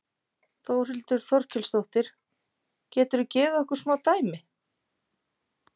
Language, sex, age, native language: Icelandic, female, 50-59, Icelandic